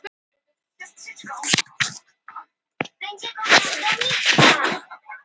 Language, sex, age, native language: Icelandic, female, 18-19, Icelandic